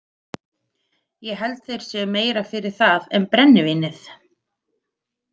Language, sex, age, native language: Icelandic, female, 30-39, Icelandic